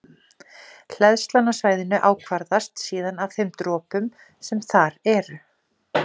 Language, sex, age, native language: Icelandic, female, 40-49, Icelandic